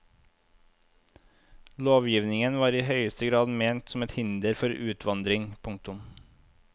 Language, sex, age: Norwegian, male, 25